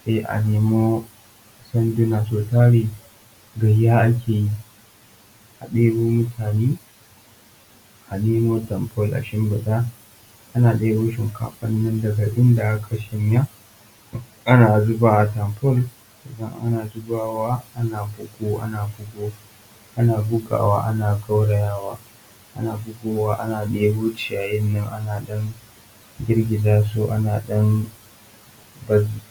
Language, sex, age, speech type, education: Hausa, male, 15-29, spontaneous, tertiary